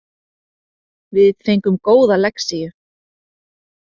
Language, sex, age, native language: Icelandic, female, 30-39, Icelandic